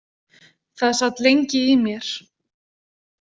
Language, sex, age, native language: Icelandic, female, 20-29, Icelandic